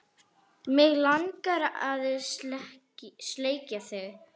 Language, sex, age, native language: Icelandic, female, 10, Arabic